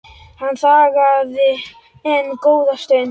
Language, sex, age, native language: Icelandic, male, 10, Icelandic